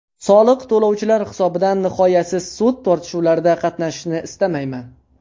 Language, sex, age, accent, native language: Uzbek, male, under 19, Andijon, Uzbek